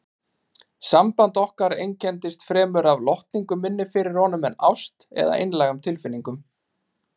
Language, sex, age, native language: Icelandic, male, 30-39, Icelandic